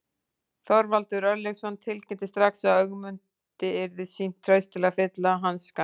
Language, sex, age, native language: Icelandic, female, 40-49, Icelandic